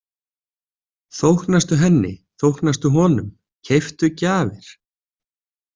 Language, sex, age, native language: Icelandic, male, 20-29, Icelandic